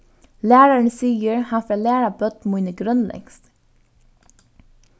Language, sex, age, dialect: Faroese, female, 15-35, Norðuroyggjar